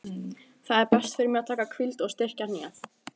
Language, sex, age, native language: Icelandic, other, 18-19, Icelandic